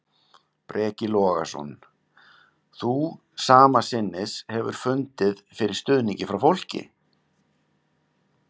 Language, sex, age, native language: Icelandic, male, 50-59, Icelandic